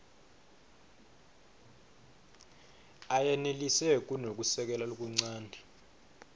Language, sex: Swati, male